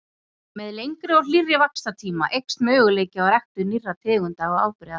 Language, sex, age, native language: Icelandic, female, 30-39, Icelandic